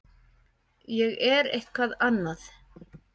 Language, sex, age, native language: Icelandic, female, 50-59, Icelandic